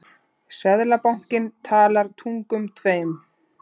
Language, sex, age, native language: Icelandic, female, 30-39, Icelandic